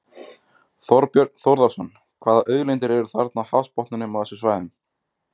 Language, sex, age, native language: Icelandic, male, 20-29, Icelandic